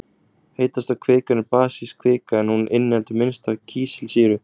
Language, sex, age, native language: Icelandic, male, 20-29, Icelandic